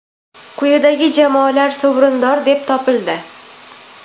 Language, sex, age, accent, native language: Uzbek, female, 18-24, Toshkent viloyati, Uzbek